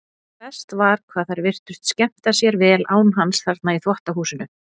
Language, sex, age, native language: Icelandic, female, 40-49, Icelandic